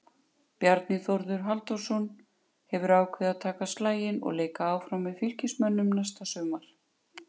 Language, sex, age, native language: Icelandic, female, 50-59, Icelandic